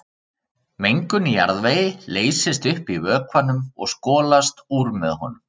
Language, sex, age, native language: Icelandic, male, 30-39, Icelandic